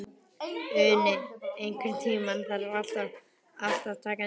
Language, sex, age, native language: Icelandic, male, 11, Icelandic